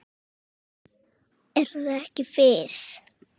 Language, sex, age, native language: Icelandic, female, 7, Czech